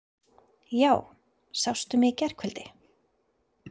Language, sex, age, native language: Icelandic, female, 30-39, Icelandic